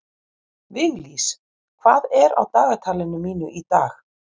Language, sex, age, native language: Icelandic, female, 50-59, Icelandic